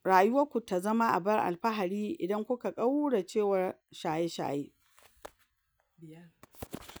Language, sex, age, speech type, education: Hausa, female, 46-60, spontaneous, tertiary